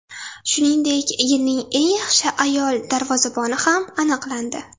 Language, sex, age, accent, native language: Uzbek, female, under 19, Toshkent shahri, Uzbek